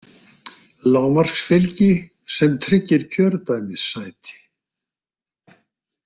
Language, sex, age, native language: Icelandic, male, 60-69, Icelandic